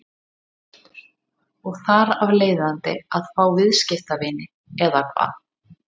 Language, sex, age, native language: Icelandic, female, 30-39, Icelandic